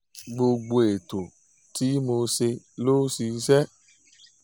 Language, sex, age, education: Yoruba, male, 30-45, tertiary